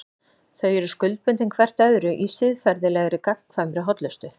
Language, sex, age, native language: Icelandic, female, 40-49, Icelandic